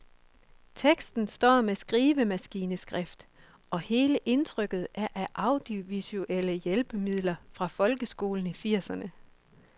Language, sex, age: Danish, female, 24